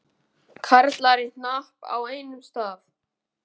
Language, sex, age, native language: Icelandic, male, 12, Icelandic